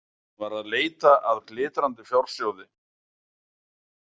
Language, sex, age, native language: Icelandic, male, 40-49, Icelandic